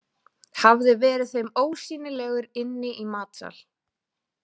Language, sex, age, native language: Icelandic, female, 20-29, Icelandic